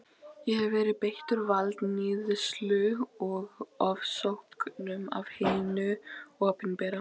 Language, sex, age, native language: Icelandic, female, 12, Icelandic